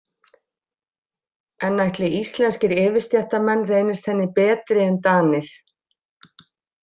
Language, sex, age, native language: Icelandic, female, 40-49, Icelandic